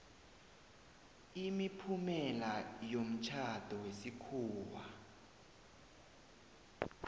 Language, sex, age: South Ndebele, male, 20